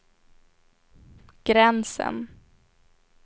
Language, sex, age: Swedish, female, 18